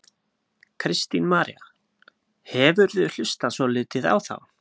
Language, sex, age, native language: Icelandic, male, 20-29, Icelandic